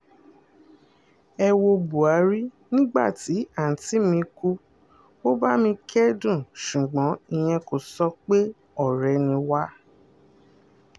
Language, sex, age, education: Yoruba, female, 15-29, tertiary